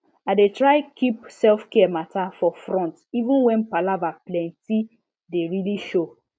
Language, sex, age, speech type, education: Nigerian Pidgin, female, 15-29, spontaneous, tertiary